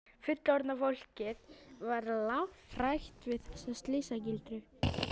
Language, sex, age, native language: Icelandic, female, 12, Icelandic